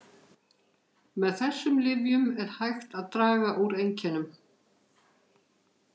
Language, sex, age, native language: Icelandic, female, 50-59, Icelandic